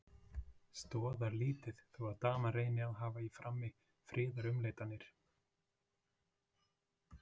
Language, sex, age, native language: Icelandic, male, 40-49, Icelandic